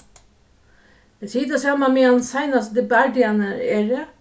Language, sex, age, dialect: Faroese, female, 36-60, Suðuroy